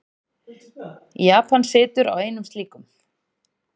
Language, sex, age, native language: Icelandic, female, 30-39, Icelandic